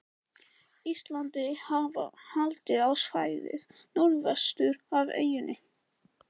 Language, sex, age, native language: Icelandic, male, 14, Icelandic